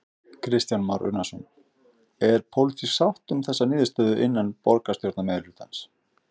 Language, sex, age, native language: Icelandic, male, 50-59, Icelandic